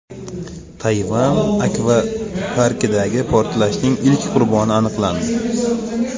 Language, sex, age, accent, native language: Uzbek, male, 25-34, Jizzax, Uzbek